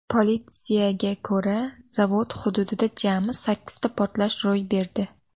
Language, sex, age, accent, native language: Uzbek, female, under 19, Toshkent viloyati, Uzbek